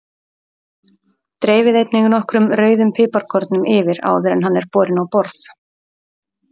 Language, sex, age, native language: Icelandic, female, 30-39, Icelandic